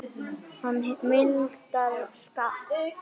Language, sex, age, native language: Icelandic, male, 8, Icelandic